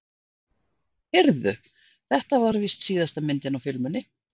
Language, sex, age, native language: Icelandic, female, 50-59, Icelandic